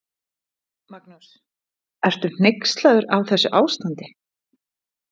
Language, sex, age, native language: Icelandic, female, 30-39, Icelandic